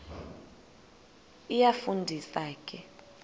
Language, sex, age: Xhosa, female, 23